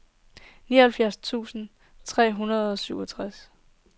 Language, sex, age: Danish, female, 18